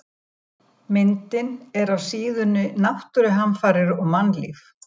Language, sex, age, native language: Icelandic, female, 70-79, Icelandic